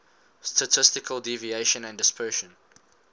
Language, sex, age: English, male, 19